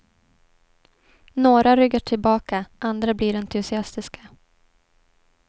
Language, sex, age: Swedish, female, 18